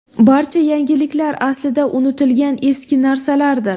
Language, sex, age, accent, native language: Uzbek, female, 18-24, Navoiy, Uzbek